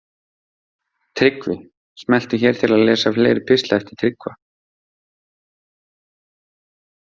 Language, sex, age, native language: Icelandic, male, 30-39, Icelandic